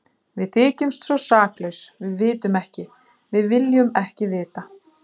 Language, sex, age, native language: Icelandic, female, 40-49, Icelandic